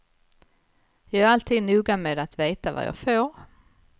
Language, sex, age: Swedish, female, 55